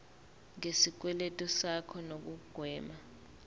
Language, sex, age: Zulu, female, 24